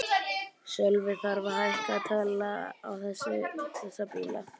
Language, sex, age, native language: Icelandic, male, 11, Icelandic